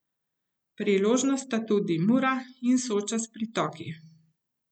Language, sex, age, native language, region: Slovenian, female, 50-59, Slovenian, Central Slovenia